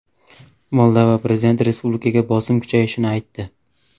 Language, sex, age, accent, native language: Uzbek, male, 18-24, Namangan, Uzbek